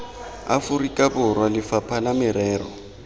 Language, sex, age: Tswana, male, 23